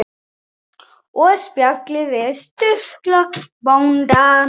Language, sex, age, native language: Icelandic, male, 9, Icelandic